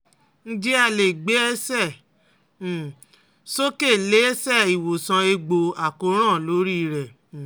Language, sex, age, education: Yoruba, female, 30-45, tertiary